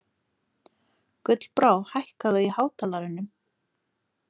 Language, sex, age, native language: Icelandic, female, 40-49, Lithuanian